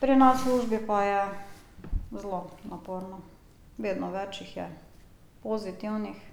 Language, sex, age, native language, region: Slovenian, female, 50-59, Slovenian, Drava region